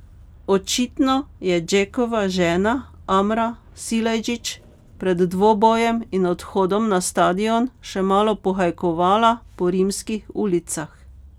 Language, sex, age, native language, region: Slovenian, female, 50-59, Slovenian, Pomurje region